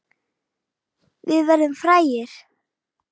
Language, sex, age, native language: Icelandic, female, 8, Icelandic